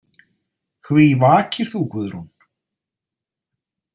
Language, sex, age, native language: Icelandic, male, 30-39, Icelandic